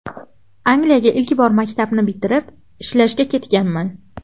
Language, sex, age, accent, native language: Uzbek, female, 12-17, Farg'ona, Uzbek